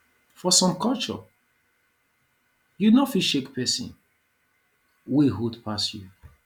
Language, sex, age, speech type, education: Nigerian Pidgin, male, 30-45, spontaneous, tertiary